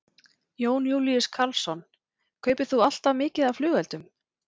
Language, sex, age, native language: Icelandic, female, 40-49, Icelandic